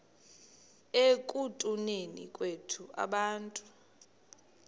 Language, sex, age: Xhosa, female, 38